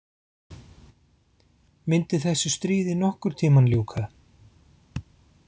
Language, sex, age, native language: Icelandic, male, 40-49, Icelandic